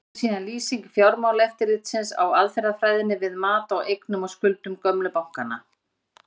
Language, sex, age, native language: Icelandic, female, 50-59, Icelandic